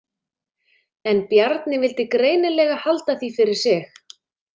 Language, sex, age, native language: Icelandic, female, 30-39, Icelandic